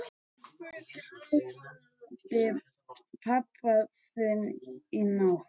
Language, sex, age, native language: Icelandic, male, 12, Icelandic